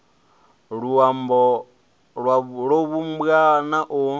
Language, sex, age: Venda, male, 24